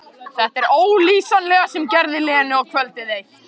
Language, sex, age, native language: Icelandic, male, 14, Icelandic